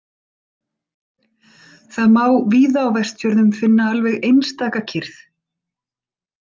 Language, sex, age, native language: Icelandic, female, 40-49, Icelandic